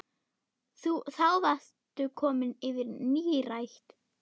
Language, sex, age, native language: Icelandic, female, 8, German